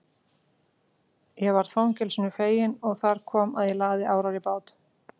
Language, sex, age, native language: Icelandic, female, 40-49, Icelandic